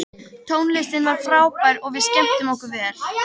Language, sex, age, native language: Icelandic, female, 13, Icelandic